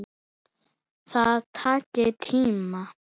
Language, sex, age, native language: Icelandic, male, 8, Icelandic